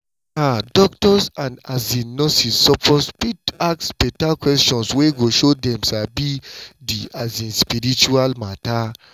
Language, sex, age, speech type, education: Nigerian Pidgin, male, 30-45, spontaneous, tertiary